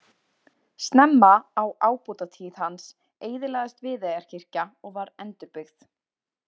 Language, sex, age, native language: Icelandic, female, 20-29, Icelandic